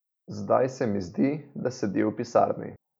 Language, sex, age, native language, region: Slovenian, male, 18-29, Slovenian, Coastal Karst region